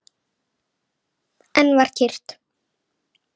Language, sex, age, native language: Icelandic, male, 8, Icelandic